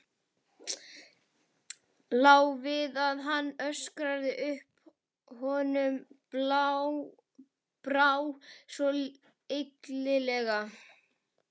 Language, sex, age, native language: Icelandic, male, 11, Icelandic